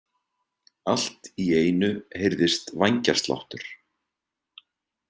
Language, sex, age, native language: Icelandic, male, 30-39, Icelandic